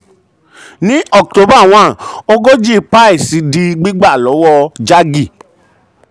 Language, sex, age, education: Yoruba, male, 30-45, tertiary